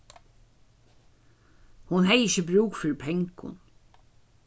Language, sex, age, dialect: Faroese, female, 61+, Suðurstreymoy